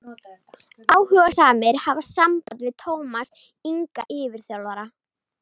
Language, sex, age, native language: Icelandic, female, 30-39, Icelandic